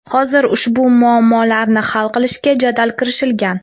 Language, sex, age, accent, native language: Uzbek, female, 19-29, Toshkent shahri, Uzbek